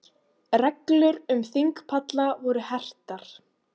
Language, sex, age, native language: Icelandic, female, 18-19, Icelandic